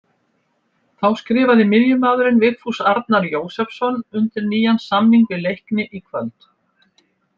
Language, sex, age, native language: Icelandic, female, 70-79, Icelandic